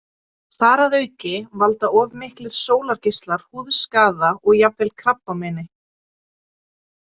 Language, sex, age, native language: Icelandic, female, 20-29, Icelandic